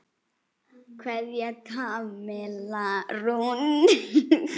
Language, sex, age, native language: Icelandic, female, 8, Icelandic